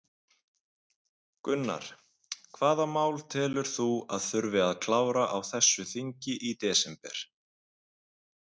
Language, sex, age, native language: Icelandic, male, 20-29, Icelandic